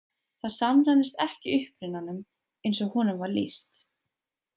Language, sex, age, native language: Icelandic, female, 20-29, Icelandic